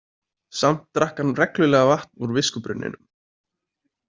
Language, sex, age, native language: Icelandic, male, 20-29, Icelandic